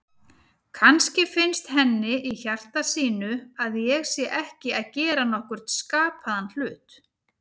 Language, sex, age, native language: Icelandic, female, 40-49, Icelandic